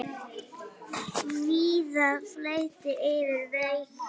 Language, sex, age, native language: Icelandic, female, 8, Icelandic